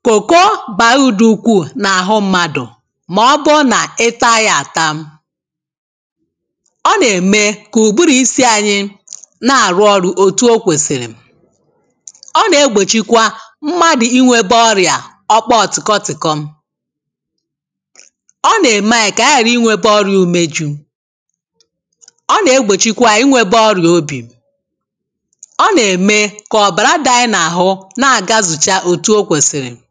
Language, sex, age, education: Igbo, female, 15-29, tertiary